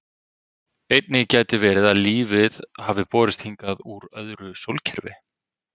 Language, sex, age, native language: Icelandic, male, 30-39, Icelandic